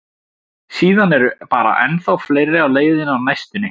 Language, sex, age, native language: Icelandic, male, 17, Icelandic